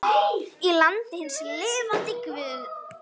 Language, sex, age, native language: Icelandic, female, 9, Icelandic